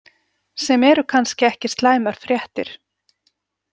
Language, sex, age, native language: Icelandic, female, 40-49, Icelandic